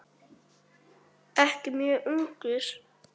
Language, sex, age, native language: Icelandic, female, 8, Icelandic